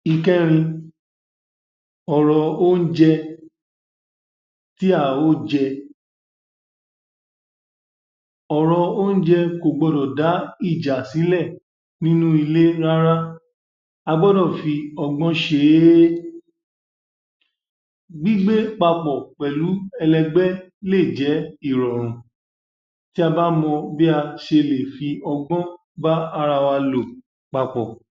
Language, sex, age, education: Yoruba, male, 15-29, tertiary